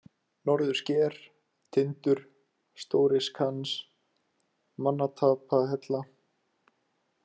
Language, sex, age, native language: Icelandic, male, 20-29, Icelandic